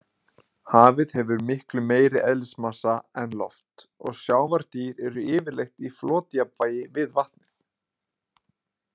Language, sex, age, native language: Icelandic, male, 20-29, Icelandic